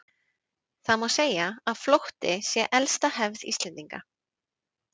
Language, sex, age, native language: Icelandic, female, 30-39, Icelandic